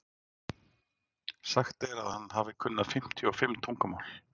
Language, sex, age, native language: Icelandic, male, 40-49, Icelandic